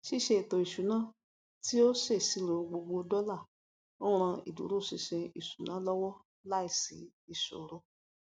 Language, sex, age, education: Yoruba, female, 46-60, tertiary